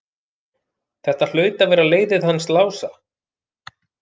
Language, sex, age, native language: Icelandic, male, 30-39, Icelandic